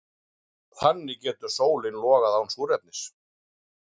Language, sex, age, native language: Icelandic, male, 40-49, Icelandic